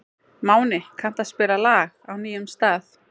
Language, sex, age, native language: Icelandic, female, 20-29, Icelandic